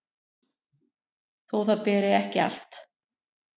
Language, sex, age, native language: Icelandic, female, 50-59, Icelandic